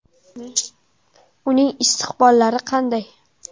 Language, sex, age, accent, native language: Uzbek, female, 12-17, Toshkent shahri, Uzbek